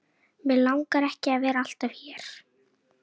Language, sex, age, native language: Icelandic, female, 11, Icelandic